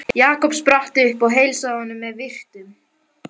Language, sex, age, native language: Icelandic, male, 11, Icelandic